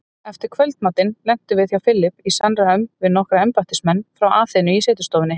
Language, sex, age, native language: Icelandic, female, 30-39, Icelandic